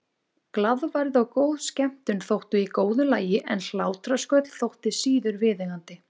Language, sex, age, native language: Icelandic, female, 20-29, Icelandic